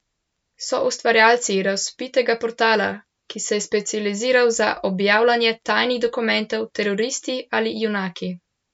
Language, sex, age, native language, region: Slovenian, male, 12-17, Slovenian, Central Slovenia